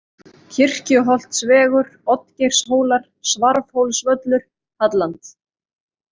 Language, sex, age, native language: Icelandic, female, 30-39, Icelandic